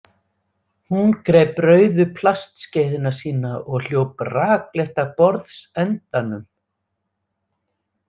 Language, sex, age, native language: Icelandic, female, 60-69, Icelandic